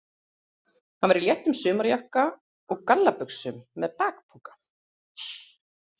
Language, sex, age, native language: Icelandic, female, 30-39, Icelandic